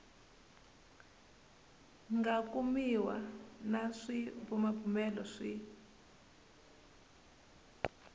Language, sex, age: Tsonga, female, 19